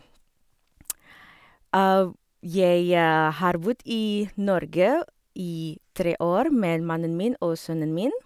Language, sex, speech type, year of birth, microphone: Norwegian, female, spontaneous, 1978, Sennheiser